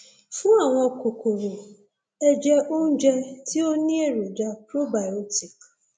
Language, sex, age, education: Yoruba, female, 30-45, tertiary